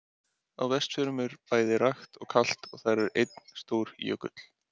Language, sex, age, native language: Icelandic, male, 30-39, Icelandic